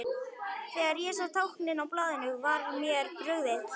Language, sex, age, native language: Icelandic, male, 11, Icelandic